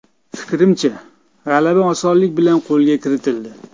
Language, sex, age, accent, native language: Uzbek, male, 35+, Toshkent viloyati, Uzbek